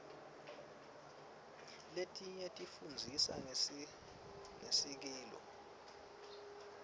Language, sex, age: Swati, male, 23